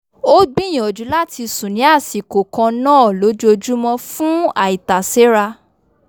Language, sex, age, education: Yoruba, female, 15-29, tertiary